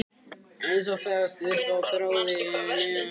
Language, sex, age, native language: Icelandic, male, 15, Icelandic